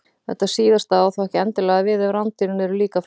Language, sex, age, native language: Icelandic, female, 40-49, Icelandic